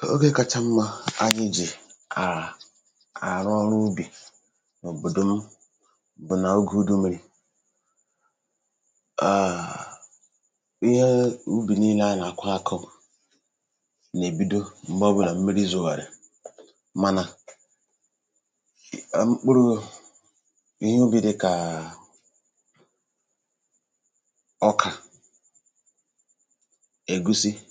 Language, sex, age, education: Igbo, male, 30-45, tertiary